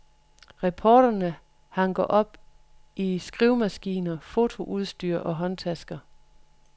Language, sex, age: Danish, female, 43